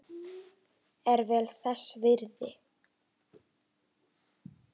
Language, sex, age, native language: Icelandic, female, 10, Icelandic